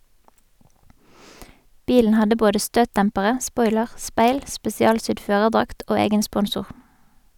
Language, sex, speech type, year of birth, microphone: Norwegian, female, read, 1985, Sennheiser